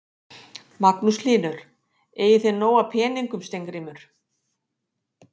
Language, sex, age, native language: Icelandic, female, 50-59, Icelandic